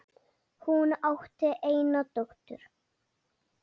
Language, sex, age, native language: Icelandic, female, 8, Icelandic